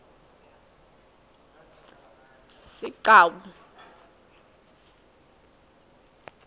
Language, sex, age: Swati, female, 23